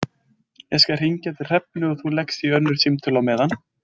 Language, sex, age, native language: Icelandic, male, 20-29, Icelandic